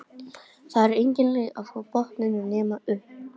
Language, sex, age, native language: Icelandic, male, 18-19, English